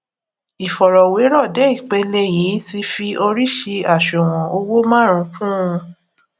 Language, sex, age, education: Yoruba, female, 30-45, tertiary